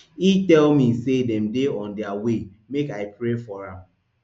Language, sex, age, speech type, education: Nigerian Pidgin, male, 15-29, spontaneous, tertiary